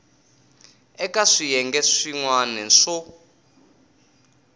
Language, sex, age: Tsonga, male, 20